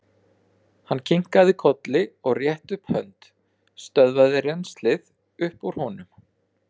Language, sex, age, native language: Icelandic, male, 40-49, Icelandic